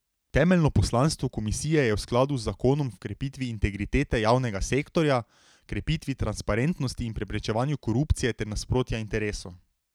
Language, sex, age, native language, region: Slovenian, male, 18-29, Slovenian, Drava region